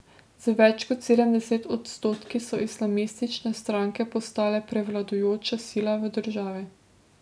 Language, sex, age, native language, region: Slovenian, female, 18-29, Slovenian, Drava region